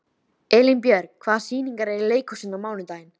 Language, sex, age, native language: Icelandic, female, 13, Icelandic